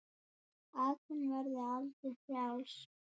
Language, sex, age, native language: Icelandic, male, 9, Icelandic